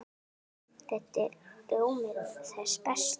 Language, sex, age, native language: Icelandic, female, 9, Icelandic